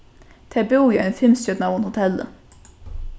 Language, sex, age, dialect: Faroese, female, 15-35, Norðuroyggjar